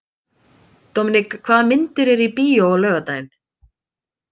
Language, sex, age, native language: Icelandic, female, 30-39, Icelandic